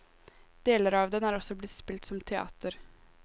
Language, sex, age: Norwegian, female, 18